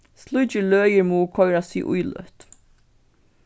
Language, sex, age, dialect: Faroese, female, 15-35, Vágar